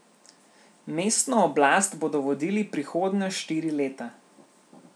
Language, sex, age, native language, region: Slovenian, male, 18-29, Slovenian, Central Slovenia